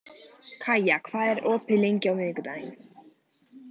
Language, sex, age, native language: Icelandic, male, 14, Icelandic